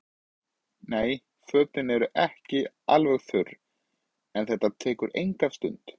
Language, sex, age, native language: Icelandic, male, 20-29, Icelandic